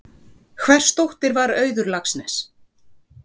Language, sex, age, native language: Icelandic, female, 40-49, Icelandic